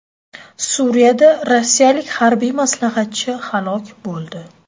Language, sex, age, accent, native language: Uzbek, female, 18-24, Toshkent shahri, Uzbek